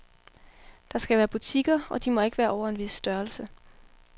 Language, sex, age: Danish, female, 18